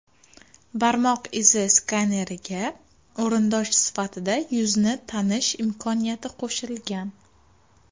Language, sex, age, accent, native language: Uzbek, female, 19-29, Farg'ona, Uzbek